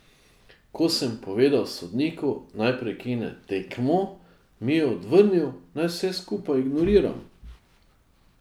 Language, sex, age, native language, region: Slovenian, male, 50-59, Slovenian, Drava region